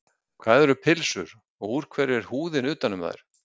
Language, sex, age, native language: Icelandic, male, 60-69, Icelandic